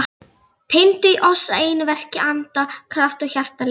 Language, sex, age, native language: Icelandic, female, 11, Icelandic